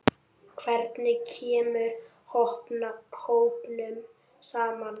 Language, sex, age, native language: Icelandic, male, 8, Icelandic